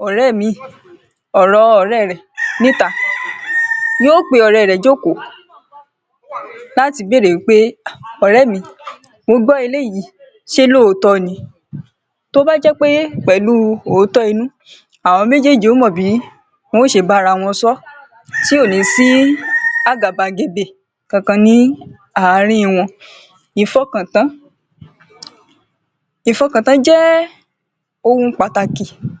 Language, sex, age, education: Yoruba, female, 46-60, secondary